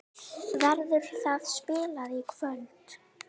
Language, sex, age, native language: Icelandic, female, 10, Icelandic